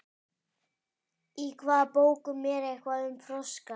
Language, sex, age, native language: Icelandic, male, 18-19, Icelandic